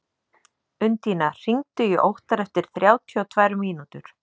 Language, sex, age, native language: Icelandic, female, 30-39, Icelandic